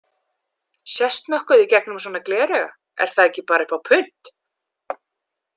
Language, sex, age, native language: Icelandic, female, 30-39, English